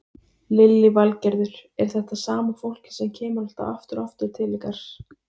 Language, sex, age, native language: Icelandic, female, 20-29, Icelandic